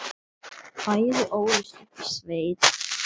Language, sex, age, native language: Icelandic, male, 9, Icelandic